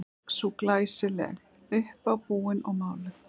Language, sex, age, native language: Icelandic, female, 11, Icelandic